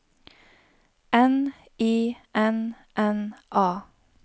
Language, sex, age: Norwegian, female, 31